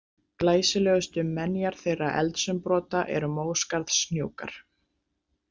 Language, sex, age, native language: Icelandic, female, 30-39, Icelandic